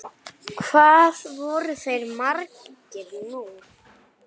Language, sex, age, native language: Icelandic, female, 8, Icelandic